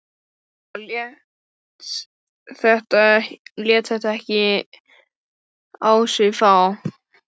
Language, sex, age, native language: Icelandic, female, 12, Icelandic